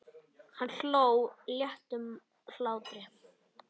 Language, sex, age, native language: Icelandic, male, 10, Icelandic